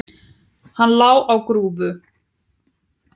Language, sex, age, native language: Icelandic, male, 9, Icelandic